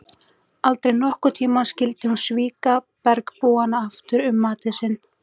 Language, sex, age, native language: Icelandic, female, 18-19, Icelandic